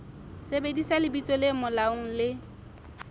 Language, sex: Southern Sotho, female